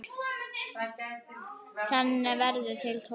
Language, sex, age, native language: Icelandic, female, 9, Icelandic